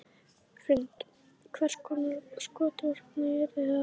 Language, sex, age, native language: Icelandic, female, 11, Icelandic